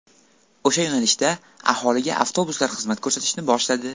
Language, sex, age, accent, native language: Uzbek, male, 18-24, Buxoro, Uzbek